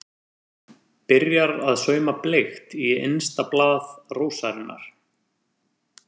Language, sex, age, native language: Icelandic, male, 30-39, French